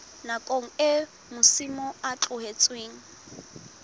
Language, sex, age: Southern Sotho, female, 19